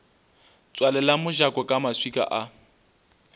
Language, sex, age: Northern Sotho, male, 20